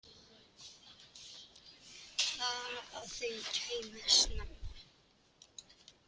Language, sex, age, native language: Icelandic, male, 10, Icelandic